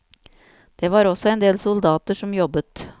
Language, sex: Norwegian, female